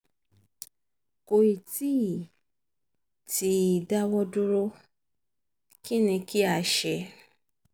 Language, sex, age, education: Yoruba, female, 30-45, tertiary